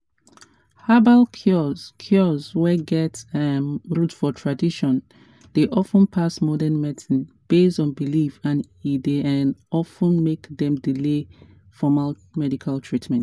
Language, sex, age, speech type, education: Nigerian Pidgin, female, 30-45, spontaneous, tertiary